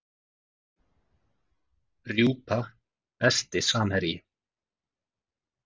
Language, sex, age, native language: Icelandic, male, 40-49, Icelandic